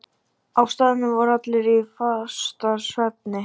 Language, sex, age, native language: Icelandic, male, 12, Icelandic